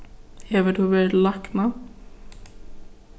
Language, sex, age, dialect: Faroese, female, 15-35, Suðurstreymoy